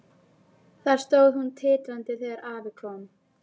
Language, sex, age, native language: Icelandic, female, 11, Icelandic